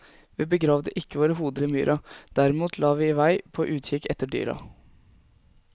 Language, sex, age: Norwegian, male, 20